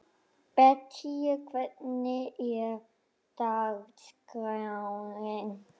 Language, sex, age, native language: Icelandic, female, 11, Icelandic